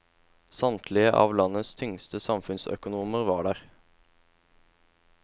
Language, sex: Norwegian, male